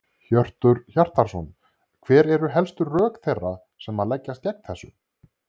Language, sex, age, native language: Icelandic, male, 30-39, Icelandic